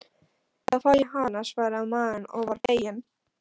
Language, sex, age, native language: Icelandic, female, 13, Polish